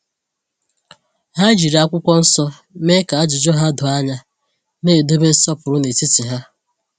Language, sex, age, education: Igbo, female, 15-29, tertiary